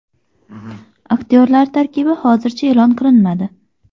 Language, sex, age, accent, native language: Uzbek, female, 25-34, Xorazm, Uzbek